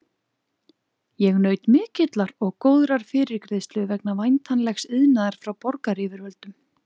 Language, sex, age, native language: Icelandic, female, 20-29, Icelandic